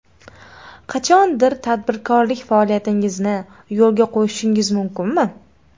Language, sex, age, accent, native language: Uzbek, female, under 19, Toshkent viloyati, Uzbek